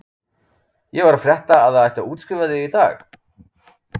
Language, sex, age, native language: Icelandic, male, 30-39, Icelandic